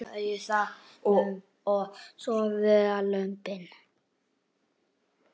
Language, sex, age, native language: Icelandic, male, 8, Icelandic